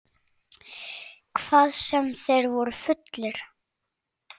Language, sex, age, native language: Icelandic, male, 7, Icelandic